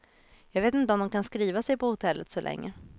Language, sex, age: Swedish, female, 26